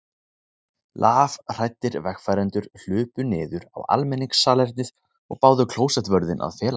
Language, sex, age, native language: Icelandic, male, 30-39, Icelandic